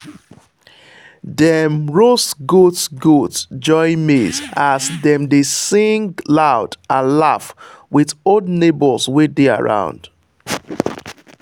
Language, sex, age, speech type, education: Nigerian Pidgin, male, 15-29, spontaneous, tertiary